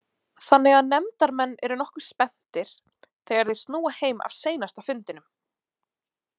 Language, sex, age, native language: Icelandic, female, 20-29, Icelandic